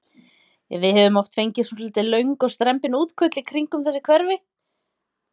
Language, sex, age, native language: Icelandic, female, 30-39, Icelandic